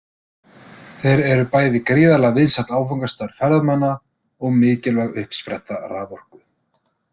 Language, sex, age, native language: Icelandic, male, 30-39, Icelandic